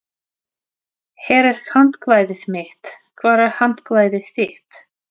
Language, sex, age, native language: Icelandic, female, 30-39, Russian